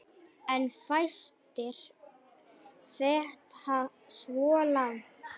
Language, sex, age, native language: Icelandic, male, 9, Icelandic